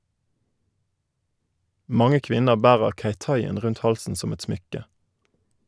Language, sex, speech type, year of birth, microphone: Norwegian, male, read, 1988, Shure